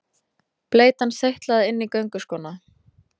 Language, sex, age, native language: Icelandic, female, 20-29, Icelandic